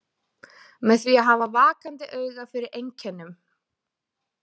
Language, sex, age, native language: Icelandic, female, 20-29, Icelandic